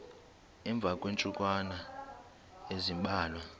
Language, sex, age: Xhosa, male, 19